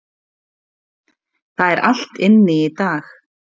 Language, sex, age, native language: Icelandic, female, 40-49, Icelandic